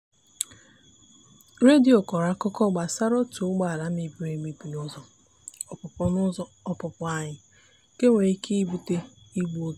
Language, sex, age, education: Igbo, female, 15-29, tertiary